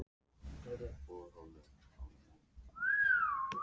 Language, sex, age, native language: Icelandic, male, 15, Icelandic